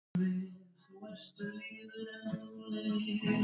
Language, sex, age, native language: Icelandic, male, 70-79, Icelandic